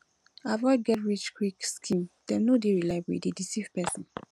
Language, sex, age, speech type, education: Nigerian Pidgin, female, 15-29, spontaneous, tertiary